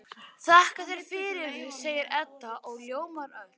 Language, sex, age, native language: Icelandic, female, 13, Icelandic